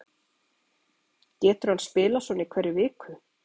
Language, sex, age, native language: Icelandic, female, 40-49, Icelandic